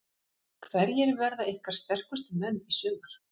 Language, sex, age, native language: Icelandic, female, 50-59, Icelandic